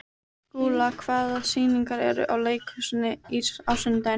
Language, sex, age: Icelandic, female, 12